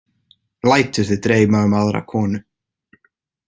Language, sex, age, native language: Icelandic, male, 18-19, Icelandic